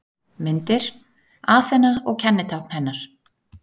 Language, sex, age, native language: Icelandic, female, 30-39, Icelandic